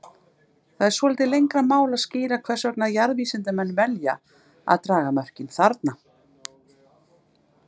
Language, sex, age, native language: Icelandic, female, 50-59, Icelandic